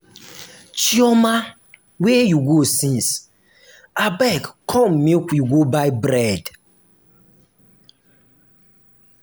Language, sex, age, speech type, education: Nigerian Pidgin, male, 15-29, spontaneous, tertiary